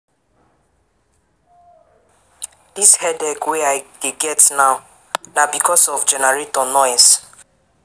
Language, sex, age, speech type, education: Nigerian Pidgin, female, 15-29, spontaneous, tertiary